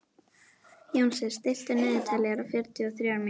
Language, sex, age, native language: Icelandic, female, 12, Icelandic